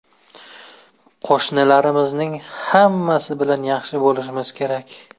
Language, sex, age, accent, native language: Uzbek, male, 25-34, Jizzax, Uzbek